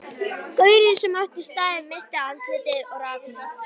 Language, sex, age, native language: Icelandic, female, 11, Icelandic